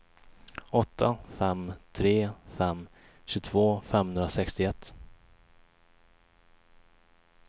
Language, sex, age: Swedish, male, 21